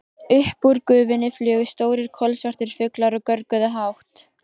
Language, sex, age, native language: Icelandic, female, 14, Icelandic